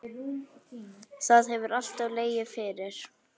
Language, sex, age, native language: Icelandic, female, 10, Icelandic